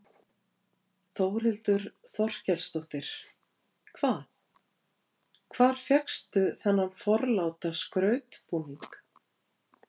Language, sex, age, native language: Icelandic, female, 50-59, Icelandic